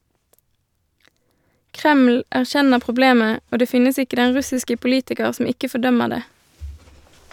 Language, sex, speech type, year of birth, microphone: Norwegian, female, read, 1988, Shure